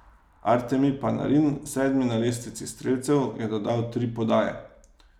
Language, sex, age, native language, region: Slovenian, male, 30-49, Slovenian, Savinja region